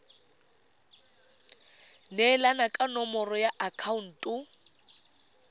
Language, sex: Tswana, female